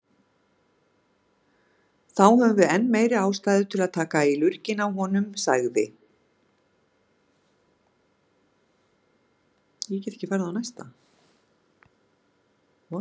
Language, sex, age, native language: Icelandic, female, 60-69, Icelandic